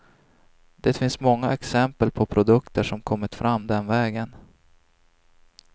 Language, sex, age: Swedish, male, 26